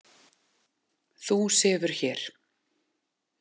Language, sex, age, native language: Icelandic, female, 40-49, Icelandic